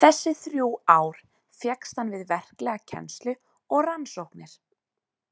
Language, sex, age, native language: Icelandic, female, 20-29, Icelandic